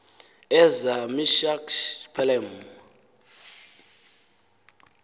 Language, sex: Xhosa, male